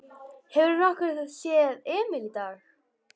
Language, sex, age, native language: Icelandic, female, 11, Icelandic